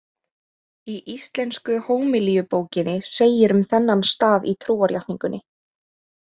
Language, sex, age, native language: Icelandic, female, 20-29, Icelandic